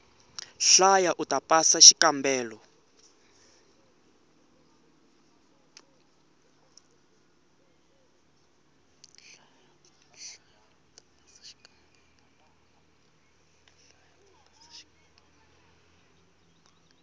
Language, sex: Tsonga, male